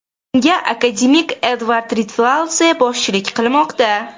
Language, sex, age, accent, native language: Uzbek, female, 18-24, Toshkent shahri, Uzbek